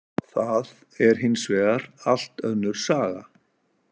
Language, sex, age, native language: Icelandic, male, 40-49, Icelandic